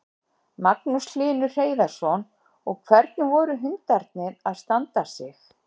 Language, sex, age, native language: Icelandic, female, 60-69, Icelandic